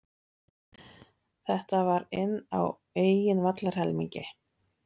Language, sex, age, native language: Icelandic, female, 30-39, Icelandic